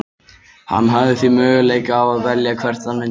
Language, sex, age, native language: Icelandic, male, 20-29, Icelandic